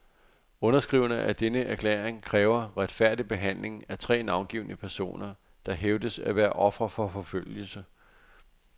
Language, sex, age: Danish, male, 48